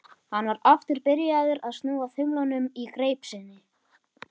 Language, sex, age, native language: Icelandic, male, 11, Icelandic